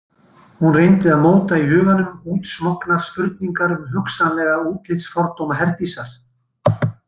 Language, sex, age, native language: Icelandic, male, 60-69, Icelandic